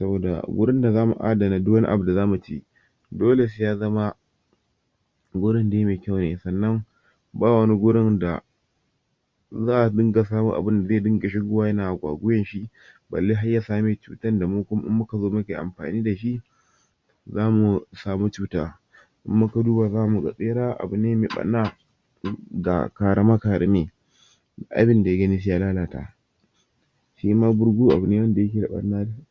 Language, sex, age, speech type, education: Hausa, male, 46-60, spontaneous, tertiary